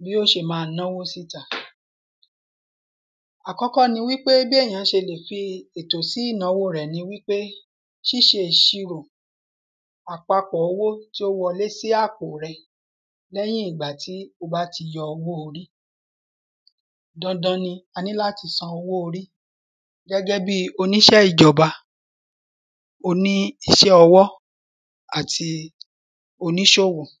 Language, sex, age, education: Yoruba, female, 46-60, primary